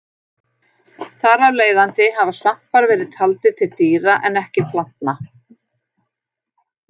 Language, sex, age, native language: Icelandic, female, 50-59, Icelandic